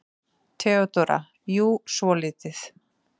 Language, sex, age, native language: Icelandic, female, 40-49, Icelandic